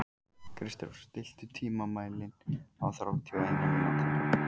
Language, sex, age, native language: Icelandic, male, 15, Icelandic